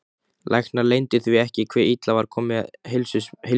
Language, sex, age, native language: Icelandic, male, 15, Icelandic